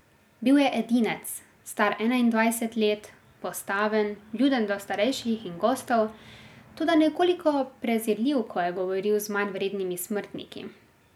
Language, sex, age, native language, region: Slovenian, female, 18-29, Slovenian, Drava region